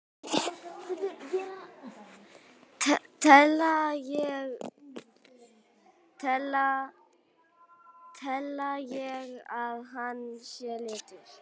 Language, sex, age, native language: Icelandic, other, 11, Icelandic